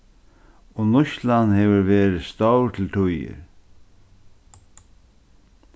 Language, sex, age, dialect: Faroese, male, 61+, Suðurstreymoy